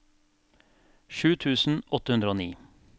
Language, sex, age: Norwegian, male, 42